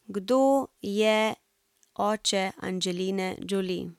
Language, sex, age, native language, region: Slovenian, female, 18-29, Slovenian, Central Slovenia